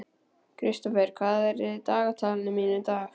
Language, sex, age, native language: Icelandic, male, 12, Icelandic